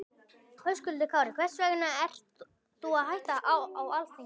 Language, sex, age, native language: Icelandic, male, 12, Icelandic